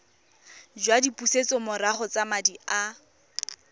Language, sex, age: Tswana, female, 23